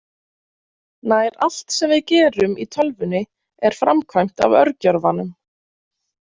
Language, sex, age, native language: Icelandic, female, 20-29, Icelandic